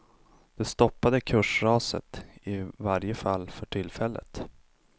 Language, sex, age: Swedish, male, 25